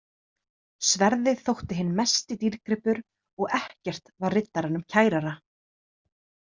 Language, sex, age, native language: Icelandic, female, 30-39, Icelandic